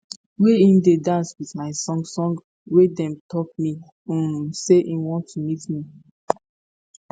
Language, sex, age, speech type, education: Nigerian Pidgin, female, 15-29, spontaneous, tertiary